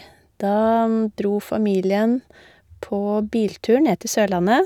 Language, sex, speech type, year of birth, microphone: Norwegian, female, spontaneous, 1972, Shure